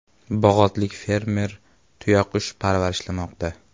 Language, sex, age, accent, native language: Uzbek, male, 18-24, Farg'ona, Uzbek